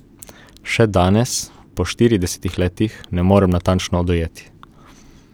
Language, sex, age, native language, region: Slovenian, male, 18-29, Slovenian, Coastal Karst region